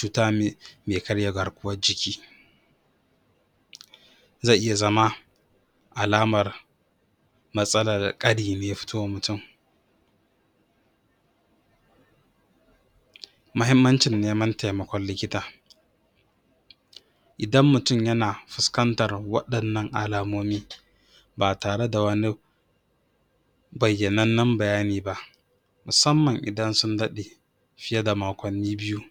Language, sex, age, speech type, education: Hausa, male, 46-60, spontaneous, tertiary